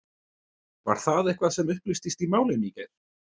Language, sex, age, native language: Icelandic, male, 30-39, Icelandic